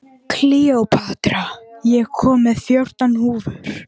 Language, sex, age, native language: Icelandic, female, 12, Icelandic